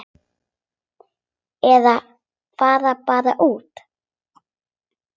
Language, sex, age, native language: Icelandic, other, 8, Icelandic